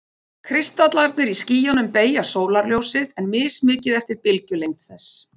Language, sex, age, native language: Icelandic, female, 40-49, Icelandic